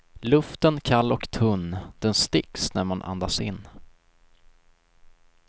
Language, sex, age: Swedish, male, 19